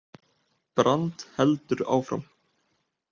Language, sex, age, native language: Icelandic, male, 18-19, Icelandic